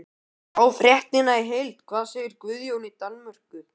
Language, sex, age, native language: Icelandic, male, 12, Icelandic